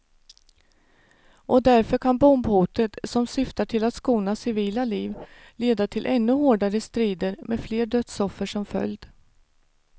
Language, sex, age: Swedish, female, 49